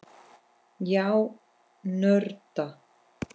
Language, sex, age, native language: Icelandic, female, 10, Icelandic